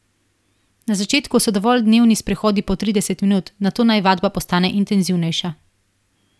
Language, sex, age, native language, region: Slovenian, female, 18-29, Slovenian, Primorsko-notranjska region